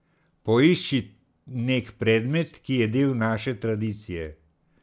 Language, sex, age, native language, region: Slovenian, male, 60+, Slovenian, Central Slovenia